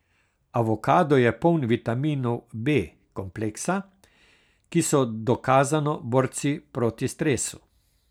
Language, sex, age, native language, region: Slovenian, male, 60+, Slovenian, Carinthia region